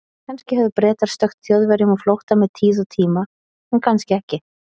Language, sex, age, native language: Icelandic, female, 30-39, Icelandic